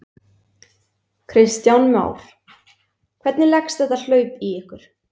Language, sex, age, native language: Icelandic, female, 20-29, Icelandic